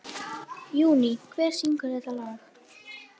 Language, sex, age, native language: Icelandic, female, 18-19, Icelandic